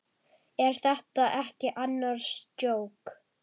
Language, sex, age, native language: Icelandic, female, 10, Icelandic